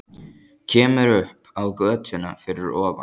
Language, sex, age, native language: Icelandic, male, 14, Icelandic